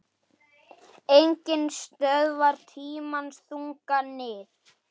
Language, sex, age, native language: Icelandic, male, 8, Icelandic